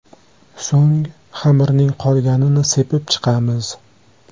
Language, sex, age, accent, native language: Uzbek, male, 25-34, Toshkent shahri, Uzbek